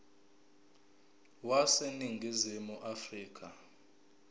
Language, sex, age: Zulu, male, 20